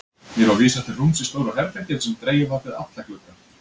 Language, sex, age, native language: Icelandic, male, 20-29, Icelandic